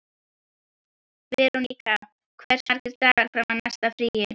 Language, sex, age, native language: Icelandic, female, 12, Icelandic